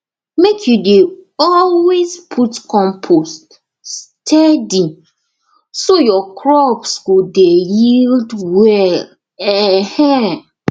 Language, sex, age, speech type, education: Nigerian Pidgin, female, 15-29, spontaneous, tertiary